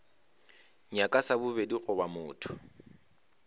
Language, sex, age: Northern Sotho, male, 25